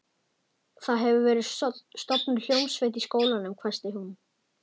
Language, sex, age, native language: Icelandic, male, 11, Icelandic